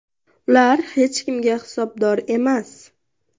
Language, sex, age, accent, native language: Uzbek, female, 18-24, Toshkent viloyati, Uzbek